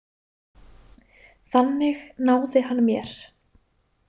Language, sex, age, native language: Icelandic, female, 20-29, Icelandic